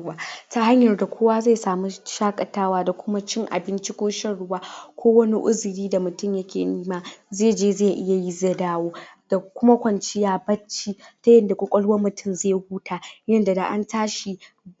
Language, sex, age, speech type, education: Hausa, female, 60+, spontaneous, tertiary